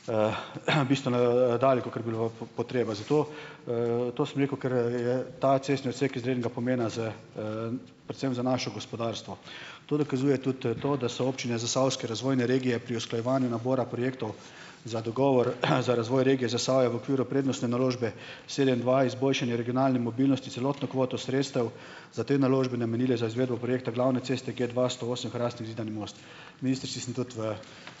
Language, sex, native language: Slovenian, male, Slovenian